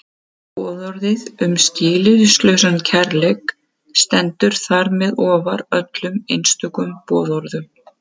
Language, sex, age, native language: Icelandic, female, 50-59, Icelandic